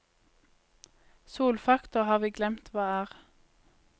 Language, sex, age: Norwegian, female, 20